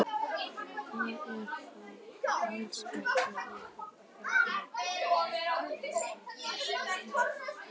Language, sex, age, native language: Icelandic, male, 18-19, Icelandic